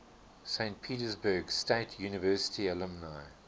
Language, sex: English, male